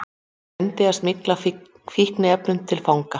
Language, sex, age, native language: Icelandic, female, 40-49, Icelandic